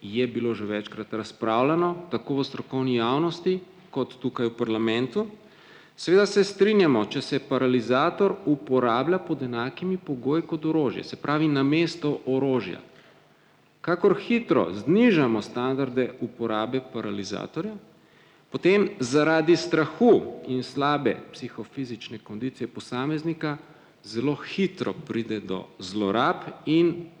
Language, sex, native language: Slovenian, male, Slovenian